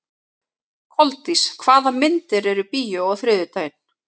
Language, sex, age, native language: Icelandic, female, 30-39, Icelandic